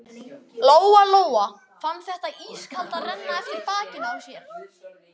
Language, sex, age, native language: Icelandic, male, 12, Icelandic